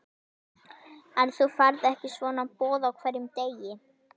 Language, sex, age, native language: Icelandic, female, 11, Icelandic